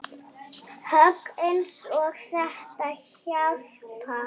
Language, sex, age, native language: Icelandic, female, 8, Icelandic